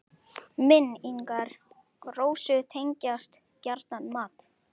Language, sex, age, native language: Icelandic, male, 11, Icelandic